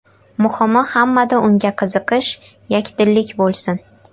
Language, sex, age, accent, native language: Uzbek, female, 12-17, Qashqadaryo, Uzbek